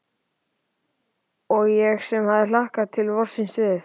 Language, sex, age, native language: Icelandic, male, 11, Icelandic